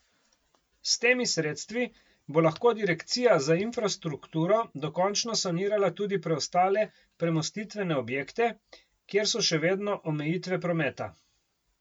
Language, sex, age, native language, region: Slovenian, male, 50-59, Slovenian, Coastal Karst region